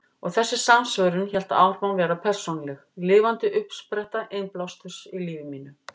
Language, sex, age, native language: Icelandic, female, 60-69, Icelandic